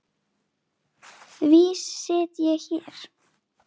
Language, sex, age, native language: Icelandic, female, 9, Icelandic